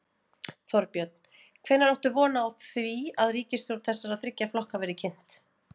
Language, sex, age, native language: Icelandic, female, 40-49, Icelandic